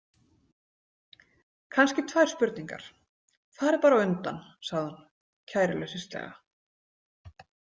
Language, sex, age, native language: Icelandic, female, 40-49, Icelandic